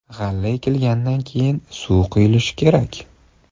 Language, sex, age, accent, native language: Uzbek, male, 18-24, Xorazm, Uzbek